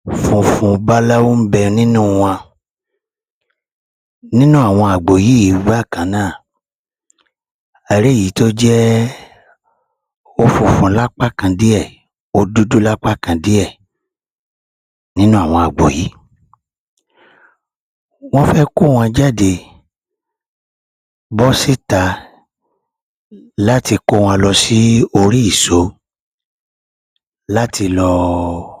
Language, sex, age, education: Yoruba, male, 30-45, tertiary